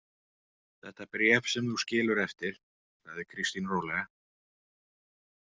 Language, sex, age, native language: Icelandic, male, 40-49, Icelandic